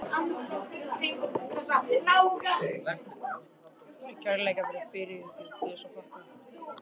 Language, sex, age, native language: Icelandic, male, 13, Icelandic